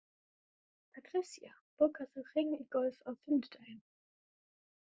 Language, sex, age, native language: Icelandic, female, 20-29, German